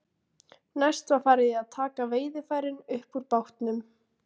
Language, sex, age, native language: Icelandic, female, 18-19, Icelandic